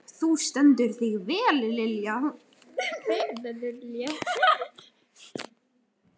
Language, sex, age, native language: Icelandic, female, 13, Icelandic